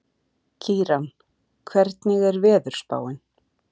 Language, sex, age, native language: Icelandic, female, 40-49, Icelandic